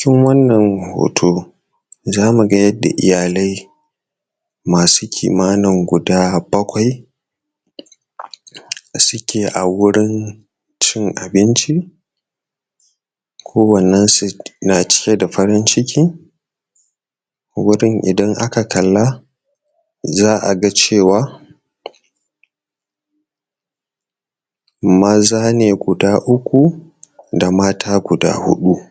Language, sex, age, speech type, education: Hausa, male, 30-45, spontaneous, tertiary